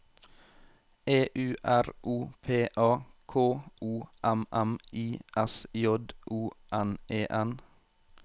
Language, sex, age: Norwegian, male, 21